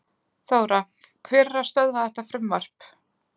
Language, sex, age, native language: Icelandic, female, 20-29, Icelandic